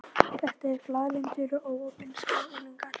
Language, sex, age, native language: Icelandic, female, 12, Icelandic